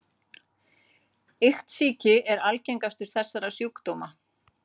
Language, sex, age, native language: Icelandic, female, 40-49, Icelandic